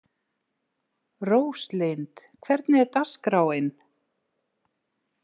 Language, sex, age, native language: Icelandic, female, 60-69, Icelandic